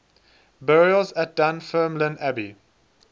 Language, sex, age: English, male, 19